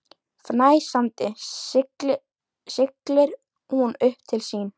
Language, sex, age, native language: Icelandic, female, 13, Icelandic